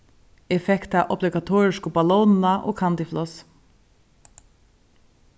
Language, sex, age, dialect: Faroese, female, 36-60, Suðurstreymoy